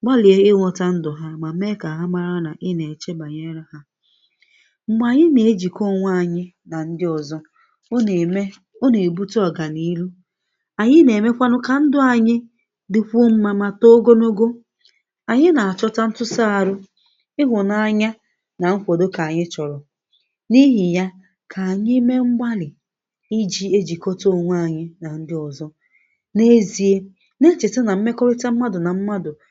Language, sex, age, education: Igbo, female, 15-29, secondary